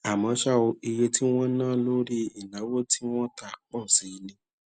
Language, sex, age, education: Yoruba, male, 30-45, tertiary